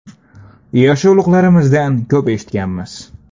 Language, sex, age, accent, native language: Uzbek, male, 18-24, Andijon, Uzbek